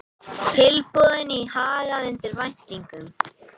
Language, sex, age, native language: Icelandic, male, 18-19, Icelandic